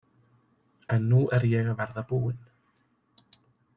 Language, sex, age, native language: Icelandic, male, 30-39, Icelandic